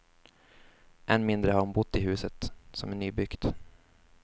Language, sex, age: Swedish, male, 24